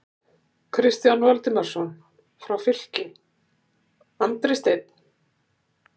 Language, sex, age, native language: Icelandic, female, 60-69, Icelandic